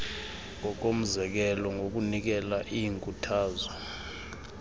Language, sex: Xhosa, male